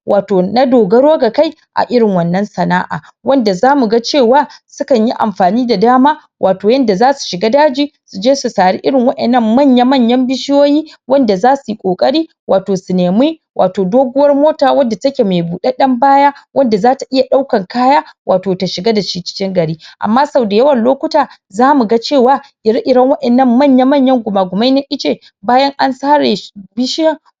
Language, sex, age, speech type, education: Hausa, male, 15-29, spontaneous, primary